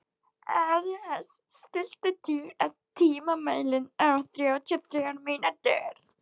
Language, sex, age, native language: Icelandic, female, 12, Icelandic